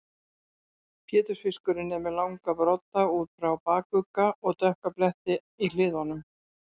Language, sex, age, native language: Icelandic, female, 60-69, Icelandic